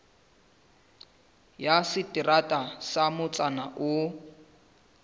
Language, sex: Southern Sotho, male